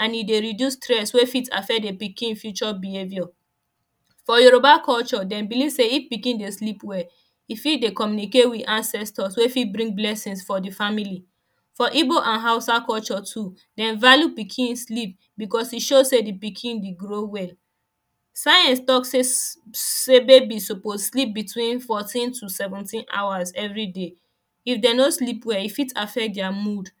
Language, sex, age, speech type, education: Nigerian Pidgin, female, 15-29, spontaneous, tertiary